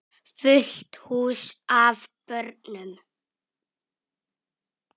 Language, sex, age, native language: Icelandic, male, 6, Icelandic